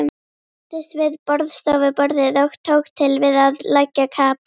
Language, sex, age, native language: Icelandic, female, 11, Icelandic